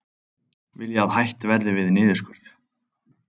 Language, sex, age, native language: Icelandic, male, 30-39, Icelandic